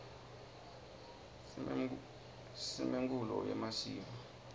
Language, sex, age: Swati, male, 20